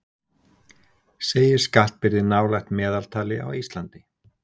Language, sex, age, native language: Icelandic, male, 60-69, Icelandic